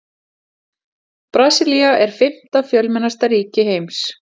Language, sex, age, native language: Icelandic, female, 40-49, Icelandic